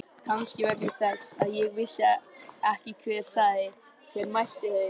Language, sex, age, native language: Icelandic, male, 20-29, Icelandic